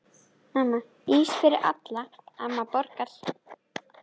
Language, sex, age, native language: Icelandic, female, 10, Icelandic